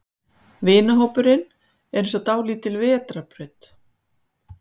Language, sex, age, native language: Icelandic, female, 50-59, Icelandic